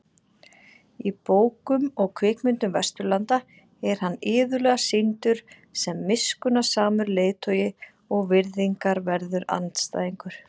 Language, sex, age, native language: Icelandic, female, 40-49, Icelandic